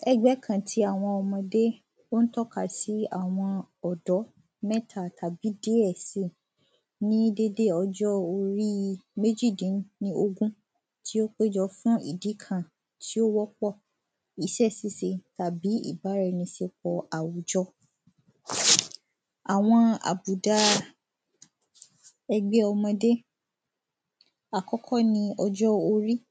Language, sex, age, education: Yoruba, female, 15-29, secondary